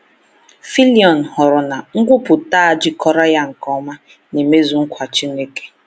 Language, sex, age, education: Igbo, female, 15-29, tertiary